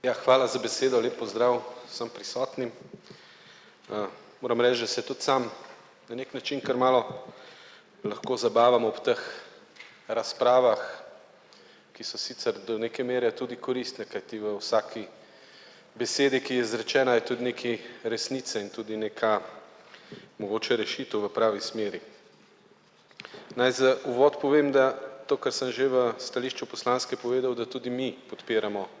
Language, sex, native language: Slovenian, male, Slovenian